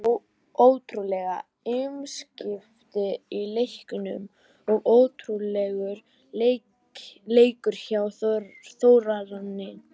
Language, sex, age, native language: Icelandic, other, 18-19, Icelandic